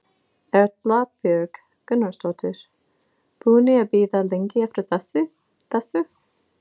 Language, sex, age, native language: Icelandic, female, 40-49, English